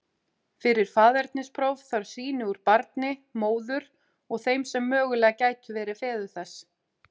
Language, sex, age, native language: Icelandic, female, 40-49, Icelandic